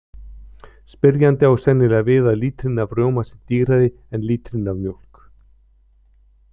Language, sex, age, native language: Icelandic, male, 50-59, Icelandic